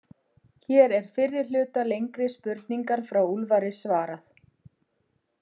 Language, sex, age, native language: Icelandic, female, 50-59, Icelandic